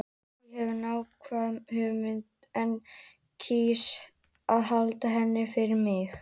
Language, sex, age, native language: Icelandic, female, 18-19, Icelandic